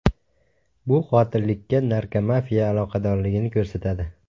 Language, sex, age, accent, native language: Uzbek, male, 18-24, Andijon, Uzbek